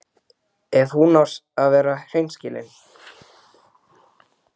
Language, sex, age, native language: Icelandic, male, 12, Icelandic